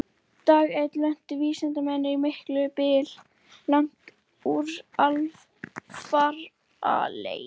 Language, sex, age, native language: Icelandic, female, 30-39, Icelandic